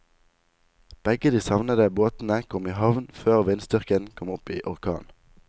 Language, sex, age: Norwegian, male, 19